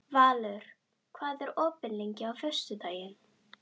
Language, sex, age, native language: Icelandic, female, 12, Icelandic